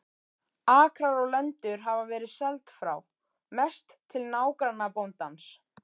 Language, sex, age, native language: Icelandic, male, 13, Icelandic